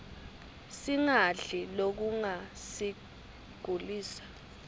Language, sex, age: Swati, female, 21